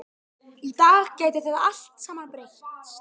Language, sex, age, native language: Icelandic, male, 12, Icelandic